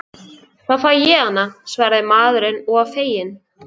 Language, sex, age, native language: Icelandic, female, 11, Icelandic